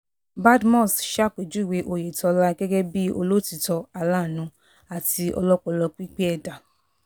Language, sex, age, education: Yoruba, female, 15-29, tertiary